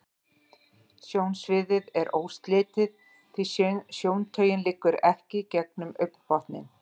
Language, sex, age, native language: Icelandic, female, 40-49, Icelandic